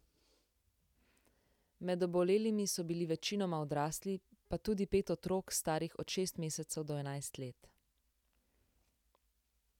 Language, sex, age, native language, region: Slovenian, female, 18-29, Slovenian, Central Slovenia